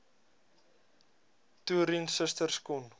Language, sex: Afrikaans, male